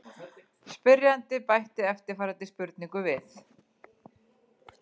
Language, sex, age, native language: Icelandic, female, 40-49, Icelandic